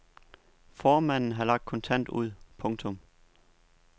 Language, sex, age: Danish, male, 29